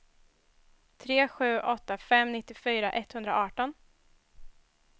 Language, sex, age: Swedish, female, 21